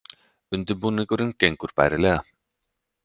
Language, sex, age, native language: Icelandic, male, 30-39, Icelandic